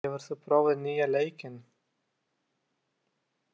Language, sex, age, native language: Icelandic, male, 30-39, Lithuanian